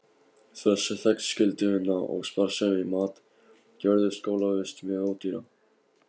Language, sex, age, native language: Icelandic, male, 15, Polish